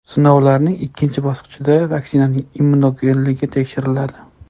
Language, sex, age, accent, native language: Uzbek, male, 25-34, Toshkent shahri, Uzbek